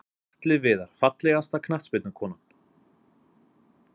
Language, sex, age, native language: Icelandic, male, 20-29, Icelandic